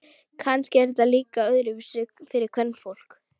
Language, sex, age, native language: Icelandic, female, 12, Icelandic